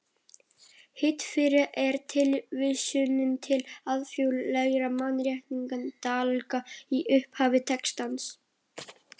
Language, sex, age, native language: Icelandic, male, 12, Polish